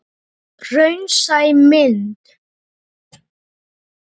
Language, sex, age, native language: Icelandic, male, 9, Icelandic